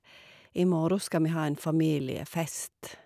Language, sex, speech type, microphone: Norwegian, female, spontaneous, Shure